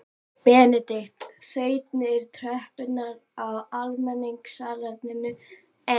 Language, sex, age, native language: Icelandic, female, 11, Icelandic